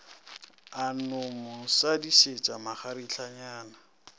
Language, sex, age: Northern Sotho, male, 19